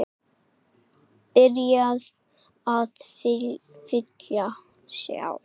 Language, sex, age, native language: Icelandic, male, 8, Icelandic